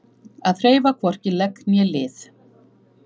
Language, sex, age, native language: Icelandic, female, 50-59, Icelandic